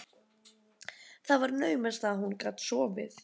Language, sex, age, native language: Icelandic, female, 12, Icelandic